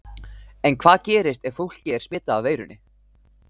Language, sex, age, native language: Icelandic, male, 18-19, Icelandic